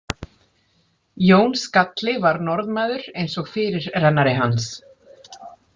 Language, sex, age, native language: Icelandic, female, 40-49, Icelandic